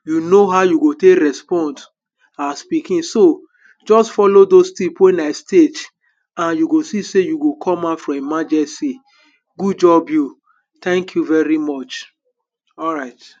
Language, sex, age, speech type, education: Nigerian Pidgin, male, 30-45, spontaneous, tertiary